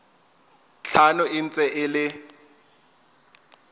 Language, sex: Tswana, male